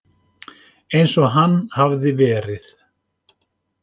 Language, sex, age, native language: Icelandic, male, 50-59, Icelandic